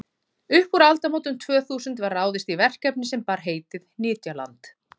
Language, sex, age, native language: Icelandic, female, 30-39, Icelandic